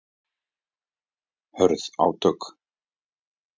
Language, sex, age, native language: Icelandic, male, 20-29, Icelandic